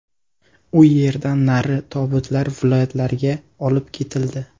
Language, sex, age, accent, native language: Uzbek, male, 18-24, Toshkent viloyati, Uzbek